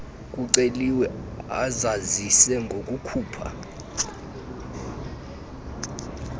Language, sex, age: Xhosa, male, 32